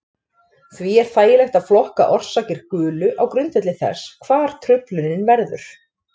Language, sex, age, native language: Icelandic, female, 30-39, Icelandic